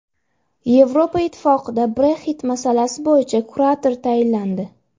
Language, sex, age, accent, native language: Uzbek, female, under 19, Andijon, Uzbek